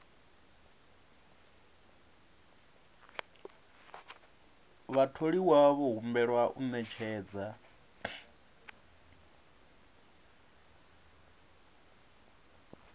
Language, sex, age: Venda, male, 37